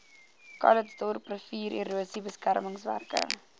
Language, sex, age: Afrikaans, female, 21